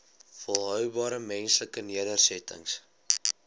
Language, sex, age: Afrikaans, male, 20